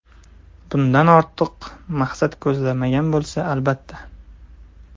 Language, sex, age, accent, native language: Uzbek, male, 18-24, Toshkent viloyati, Uzbek